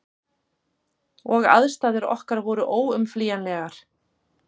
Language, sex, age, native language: Icelandic, female, 40-49, Icelandic